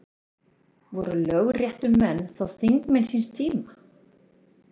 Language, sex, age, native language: Icelandic, female, 30-39, Icelandic